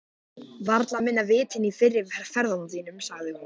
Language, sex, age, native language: Icelandic, male, 14, Icelandic